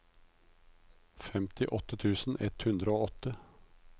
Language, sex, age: Norwegian, male, 56